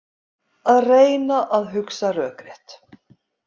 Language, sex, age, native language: Icelandic, female, 50-59, Icelandic